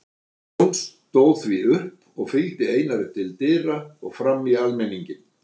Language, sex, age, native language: Icelandic, male, 60-69, Icelandic